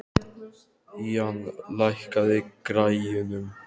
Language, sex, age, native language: Icelandic, male, 12, Icelandic